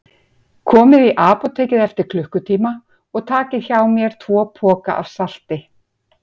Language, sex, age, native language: Icelandic, female, 50-59, Icelandic